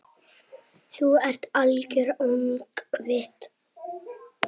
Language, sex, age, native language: Icelandic, male, 7, Icelandic